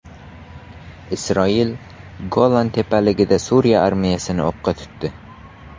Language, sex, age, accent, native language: Uzbek, male, 18-24, Qashqadaryo, Uzbek